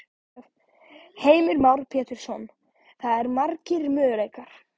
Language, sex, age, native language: Icelandic, male, 14, Icelandic